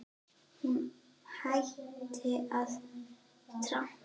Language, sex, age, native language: Icelandic, female, 9, Icelandic